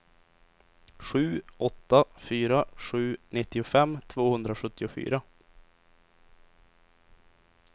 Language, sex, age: Swedish, male, 20